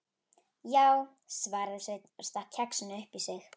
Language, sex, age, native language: Icelandic, female, 11, Icelandic